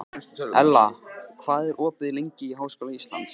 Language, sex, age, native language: Icelandic, male, 14, Icelandic